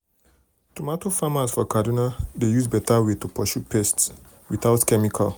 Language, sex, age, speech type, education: Nigerian Pidgin, male, 30-45, spontaneous, tertiary